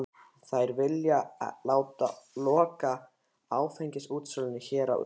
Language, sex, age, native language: Icelandic, male, 13, Icelandic